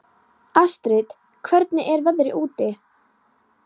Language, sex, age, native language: Icelandic, female, 13, Polish